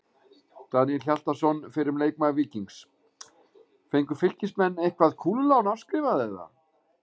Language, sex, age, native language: Icelandic, male, 40-49, Icelandic